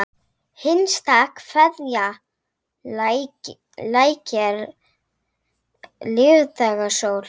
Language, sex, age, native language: Icelandic, female, 9, Icelandic